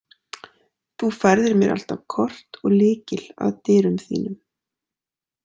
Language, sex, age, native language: Icelandic, female, 40-49, Icelandic